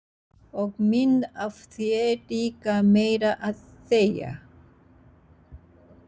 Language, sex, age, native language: Icelandic, female, 60-69, Japanese